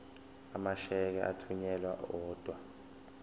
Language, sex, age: Zulu, male, 20